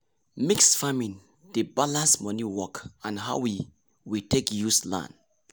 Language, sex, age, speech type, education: Nigerian Pidgin, male, 30-45, spontaneous, tertiary